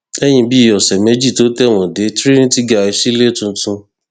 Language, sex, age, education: Yoruba, male, 15-29, tertiary